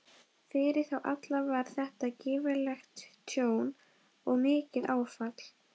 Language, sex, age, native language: Icelandic, female, 12, Icelandic